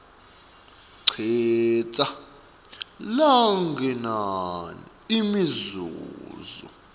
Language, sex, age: Swati, male, 24